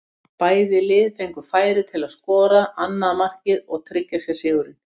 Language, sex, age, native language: Icelandic, female, 60-69, Icelandic